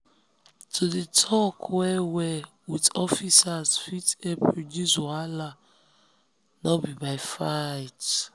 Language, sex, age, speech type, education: Nigerian Pidgin, female, 15-29, spontaneous, tertiary